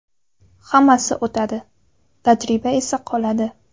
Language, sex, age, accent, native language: Uzbek, female, 18-24, Andijon, Uzbek